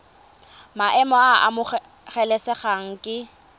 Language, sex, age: Tswana, female, 20